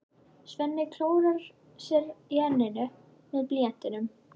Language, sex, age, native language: Icelandic, female, 11, Icelandic